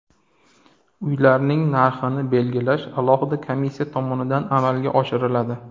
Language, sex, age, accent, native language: Uzbek, male, 30-39, Toshkent shahri, Uzbek